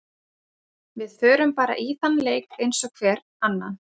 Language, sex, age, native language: Icelandic, female, 30-39, Icelandic